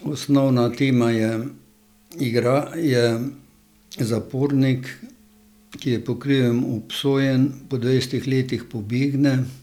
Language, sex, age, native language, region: Slovenian, male, 60+, Slovenian, Gorenjska region